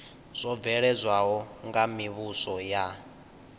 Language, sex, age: Venda, male, 19